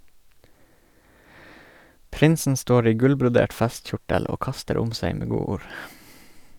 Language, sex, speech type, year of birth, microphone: Norwegian, male, read, 1986, Sennheiser